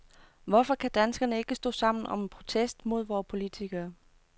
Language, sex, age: Danish, female, 29